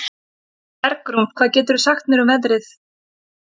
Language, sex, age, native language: Icelandic, female, 30-39, Icelandic